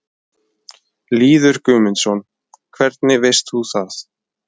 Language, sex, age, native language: Icelandic, male, 20-29, Icelandic